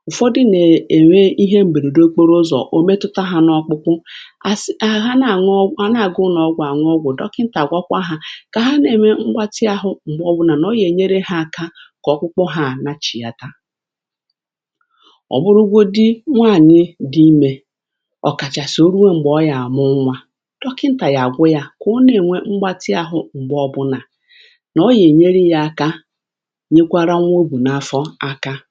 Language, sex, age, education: Igbo, female, 46-60, tertiary